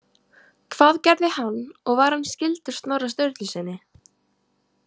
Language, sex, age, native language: Icelandic, female, 18-19, Icelandic